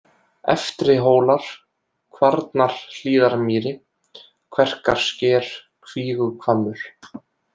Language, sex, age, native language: Icelandic, male, 20-29, Icelandic